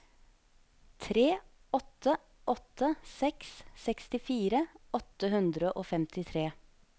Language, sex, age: Norwegian, female, 25